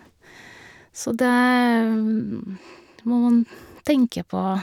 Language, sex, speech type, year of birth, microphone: Norwegian, female, spontaneous, 1982, Shure